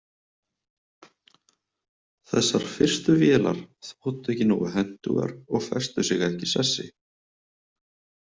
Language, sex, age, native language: Icelandic, male, 30-39, Icelandic